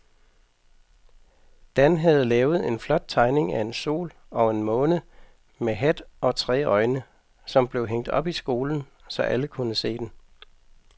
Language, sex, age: Danish, male, 55